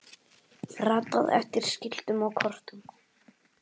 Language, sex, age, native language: Icelandic, female, 8, Icelandic